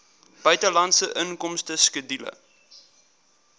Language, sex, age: Afrikaans, male, 22